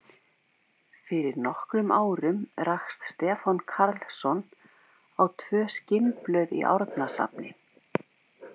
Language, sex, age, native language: Icelandic, female, 50-59, Icelandic